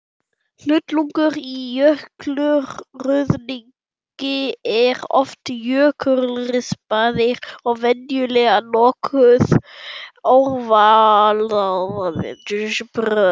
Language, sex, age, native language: Icelandic, male, 11, German